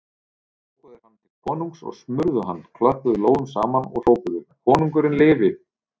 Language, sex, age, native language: Icelandic, male, 30-39, Icelandic